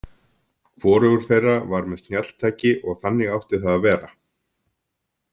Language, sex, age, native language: Icelandic, male, 50-59, Icelandic